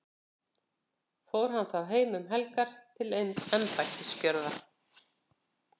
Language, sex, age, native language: Icelandic, female, 50-59, Icelandic